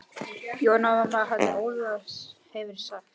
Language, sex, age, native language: Icelandic, male, 11, Icelandic